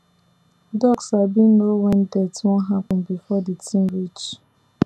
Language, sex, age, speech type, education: Nigerian Pidgin, female, 15-29, spontaneous, tertiary